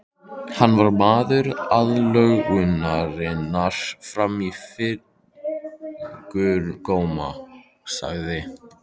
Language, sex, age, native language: Icelandic, male, 13, Icelandic